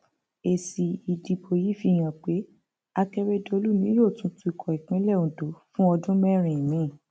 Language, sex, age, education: Yoruba, female, 15-29, tertiary